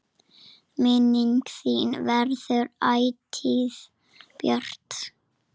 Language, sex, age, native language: Icelandic, female, 7, Icelandic